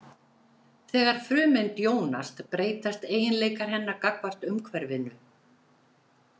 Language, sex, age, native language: Icelandic, female, 70-79, Icelandic